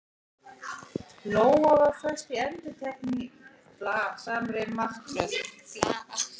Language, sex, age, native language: Icelandic, female, 13, Icelandic